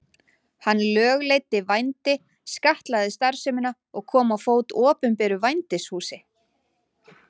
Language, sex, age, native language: Icelandic, female, 40-49, Icelandic